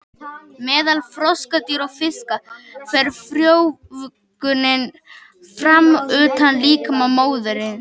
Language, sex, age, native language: Icelandic, male, 18-19, Icelandic